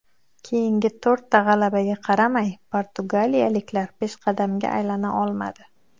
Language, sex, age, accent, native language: Uzbek, female, 30-39, Xorazm, Uzbek